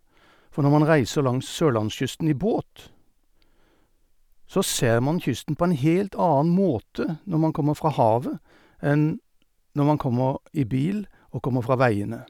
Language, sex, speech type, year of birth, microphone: Norwegian, male, spontaneous, 1952, Sennheiser